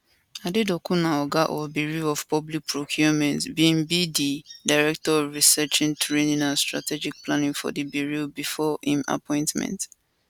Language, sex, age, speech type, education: Nigerian Pidgin, female, 15-29, spontaneous, tertiary